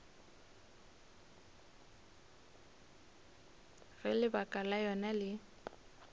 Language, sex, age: Northern Sotho, female, 26